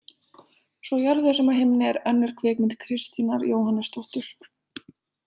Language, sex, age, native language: Icelandic, female, 20-29, Icelandic